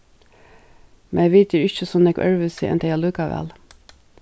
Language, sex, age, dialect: Faroese, female, 36-60, Suðurstreymoy